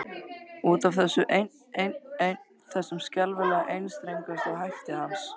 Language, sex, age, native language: Icelandic, male, 13, Icelandic